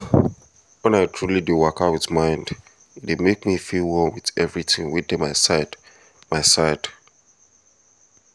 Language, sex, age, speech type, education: Nigerian Pidgin, male, 15-29, spontaneous, tertiary